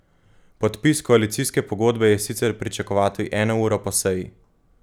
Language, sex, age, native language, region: Slovenian, male, 18-29, Slovenian, Gorenjska region